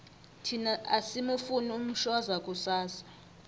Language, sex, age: South Ndebele, female, 25